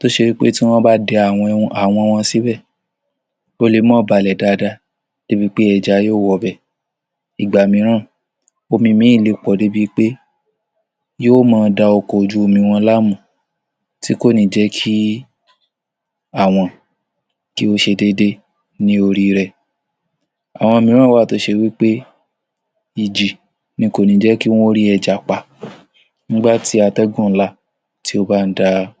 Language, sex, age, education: Yoruba, male, 46-60, tertiary